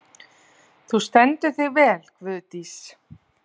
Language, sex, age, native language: Icelandic, female, 40-49, Icelandic